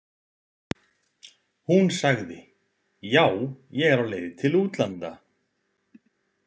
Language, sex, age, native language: Icelandic, male, 20-29, Icelandic